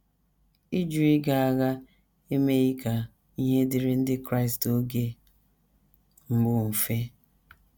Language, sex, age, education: Igbo, female, 30-45, tertiary